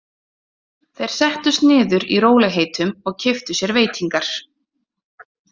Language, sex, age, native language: Icelandic, female, 30-39, Icelandic